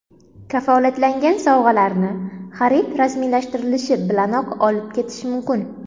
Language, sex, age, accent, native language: Uzbek, female, 19-29, Qashqadaryo, Uzbek